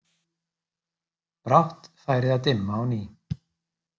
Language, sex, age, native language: Icelandic, male, 30-39, Icelandic